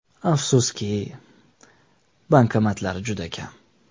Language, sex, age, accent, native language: Uzbek, male, 19-29, Toshkent shahri, Uzbek